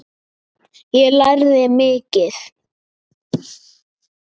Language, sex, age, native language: Icelandic, male, 9, Icelandic